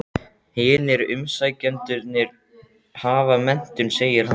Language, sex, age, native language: Icelandic, male, 12, Icelandic